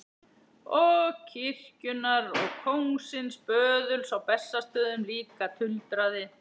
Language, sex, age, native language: Icelandic, female, 11, Icelandic